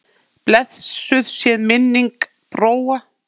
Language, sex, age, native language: Icelandic, female, 8, Icelandic